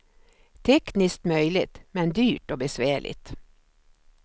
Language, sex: Swedish, female